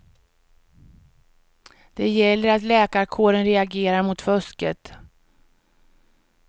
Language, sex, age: Swedish, female, 49